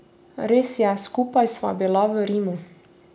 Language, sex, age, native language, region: Slovenian, female, 18-29, Slovenian, Drava region